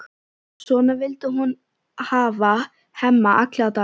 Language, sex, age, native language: Icelandic, female, 11, Icelandic